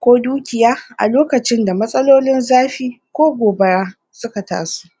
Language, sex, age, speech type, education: Hausa, female, 60+, spontaneous, tertiary